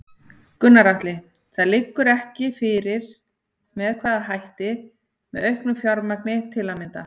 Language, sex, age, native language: Icelandic, female, 40-49, Icelandic